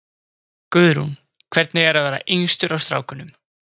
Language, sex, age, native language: Icelandic, male, 20-29, Icelandic